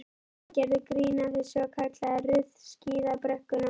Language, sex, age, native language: Icelandic, female, 11, Icelandic